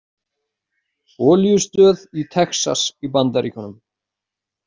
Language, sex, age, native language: Icelandic, male, 40-49, Icelandic